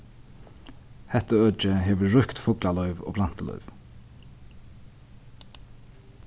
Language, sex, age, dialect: Faroese, male, 15-35, Sandoy